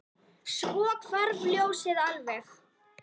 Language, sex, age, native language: Icelandic, female, 9, Icelandic